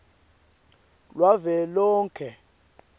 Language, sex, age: Swati, male, 22